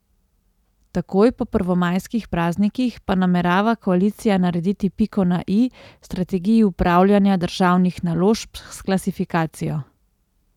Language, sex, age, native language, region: Slovenian, female, 30-49, Slovenian, Central Slovenia